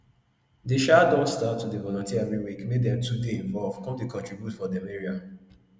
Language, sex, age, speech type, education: Nigerian Pidgin, male, 30-45, spontaneous, tertiary